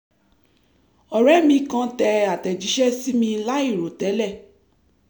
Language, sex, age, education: Yoruba, female, 15-29, tertiary